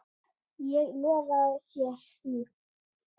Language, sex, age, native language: Icelandic, female, 8, Icelandic